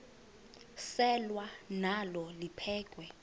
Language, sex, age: Xhosa, female, 22